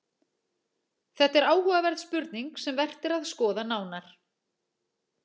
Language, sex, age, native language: Icelandic, female, 40-49, Icelandic